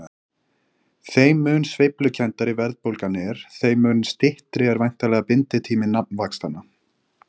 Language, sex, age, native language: Icelandic, male, 20-29, Icelandic